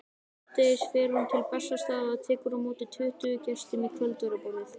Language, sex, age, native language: Icelandic, male, 18-19, Icelandic